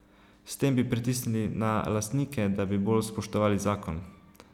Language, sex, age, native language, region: Slovenian, male, 18-29, Slovenian, Savinja region